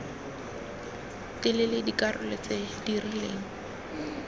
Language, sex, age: Tswana, female, 19